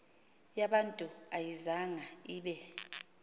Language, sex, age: Xhosa, female, 38